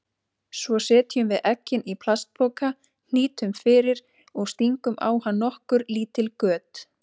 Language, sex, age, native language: Icelandic, female, 30-39, Icelandic